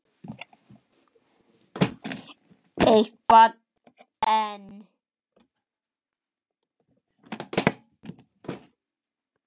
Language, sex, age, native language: Icelandic, male, 9, Icelandic